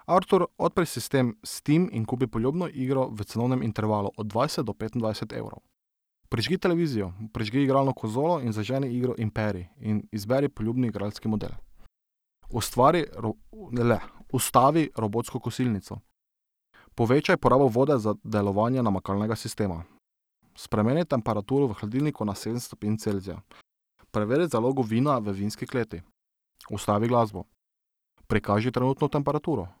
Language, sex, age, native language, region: Slovenian, male, 18-29, Slovenian, Drava region